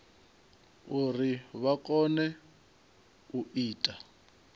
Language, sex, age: Venda, male, 23